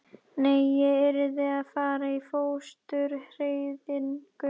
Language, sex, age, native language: Icelandic, female, 11, Icelandic